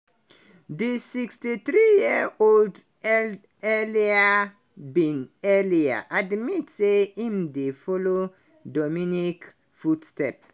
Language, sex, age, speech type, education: Nigerian Pidgin, male, 30-45, spontaneous, tertiary